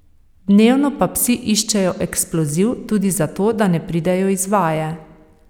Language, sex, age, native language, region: Slovenian, female, 30-49, Slovenian, Savinja region